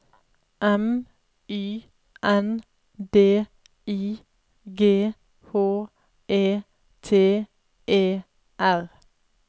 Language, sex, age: Norwegian, female, 31